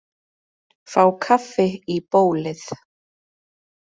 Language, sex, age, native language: Icelandic, female, 30-39, Icelandic